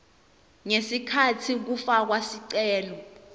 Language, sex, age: Swati, female, 20